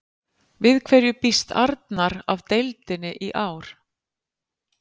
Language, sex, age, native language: Icelandic, female, 50-59, Icelandic